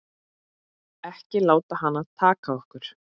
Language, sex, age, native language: Icelandic, female, 8, Icelandic